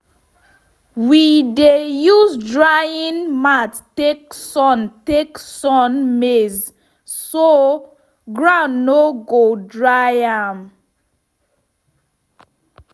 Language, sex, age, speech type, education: Nigerian Pidgin, female, 15-29, spontaneous, tertiary